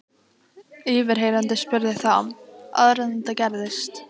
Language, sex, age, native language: Icelandic, female, 12, Icelandic